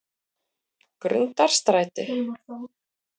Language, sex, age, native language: Icelandic, female, 40-49, Icelandic